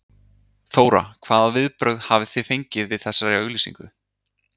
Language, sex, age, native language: Icelandic, male, 30-39, Icelandic